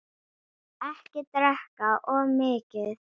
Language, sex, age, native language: Icelandic, female, 9, Icelandic